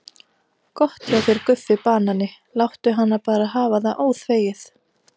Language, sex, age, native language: Icelandic, female, 30-39, Icelandic